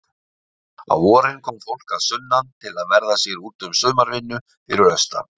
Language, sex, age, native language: Icelandic, male, 60-69, Icelandic